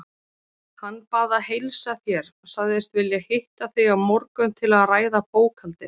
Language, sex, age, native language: Icelandic, female, 30-39, Icelandic